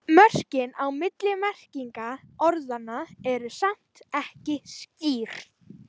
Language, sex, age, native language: Icelandic, female, 18-19, Icelandic